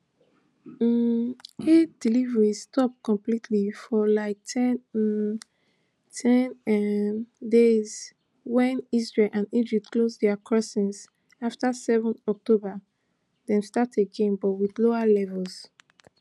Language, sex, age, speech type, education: Nigerian Pidgin, female, 15-29, spontaneous, tertiary